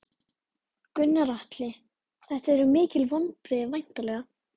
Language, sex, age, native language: Icelandic, female, 11, Icelandic